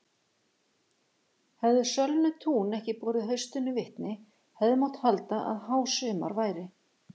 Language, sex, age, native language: Icelandic, female, 50-59, Icelandic